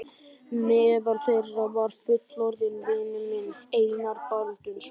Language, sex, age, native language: Icelandic, male, 11, Icelandic